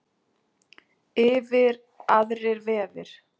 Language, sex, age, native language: Icelandic, female, 6, Icelandic